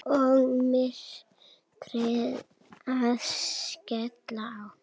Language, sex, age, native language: Icelandic, female, 7, Icelandic